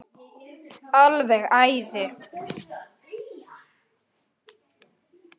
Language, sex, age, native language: Icelandic, male, 9, Icelandic